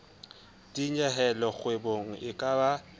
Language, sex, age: Southern Sotho, male, 20